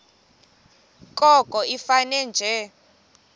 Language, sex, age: Xhosa, female, 20